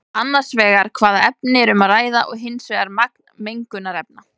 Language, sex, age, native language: Icelandic, female, 20-29, Icelandic